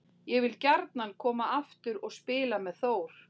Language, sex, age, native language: Icelandic, female, 40-49, Icelandic